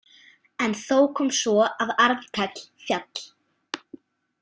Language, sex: Icelandic, female